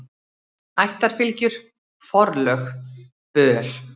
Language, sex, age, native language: Icelandic, female, 30-39, Icelandic